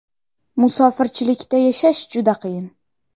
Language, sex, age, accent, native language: Uzbek, female, 12-17, Xorazm, Uzbek